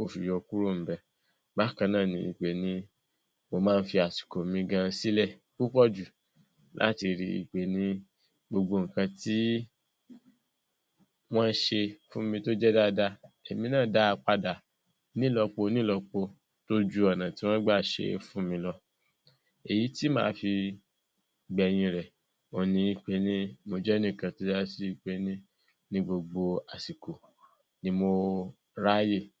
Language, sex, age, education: Yoruba, male, 15-29, secondary